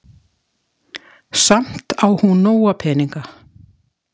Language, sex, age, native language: Icelandic, female, 60-69, Icelandic